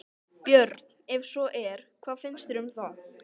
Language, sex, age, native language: Icelandic, male, 13, Icelandic